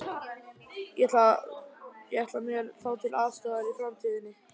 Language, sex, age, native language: Icelandic, male, 11, Icelandic